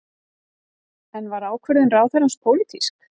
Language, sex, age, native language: Icelandic, female, 40-49, Icelandic